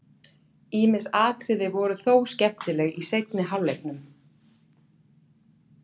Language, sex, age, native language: Icelandic, female, 40-49, Icelandic